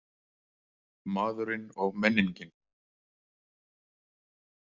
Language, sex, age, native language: Icelandic, male, 40-49, Icelandic